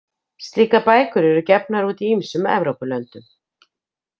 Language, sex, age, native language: Icelandic, female, 50-59, Icelandic